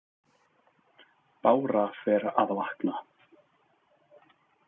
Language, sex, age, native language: Icelandic, male, 30-39, Icelandic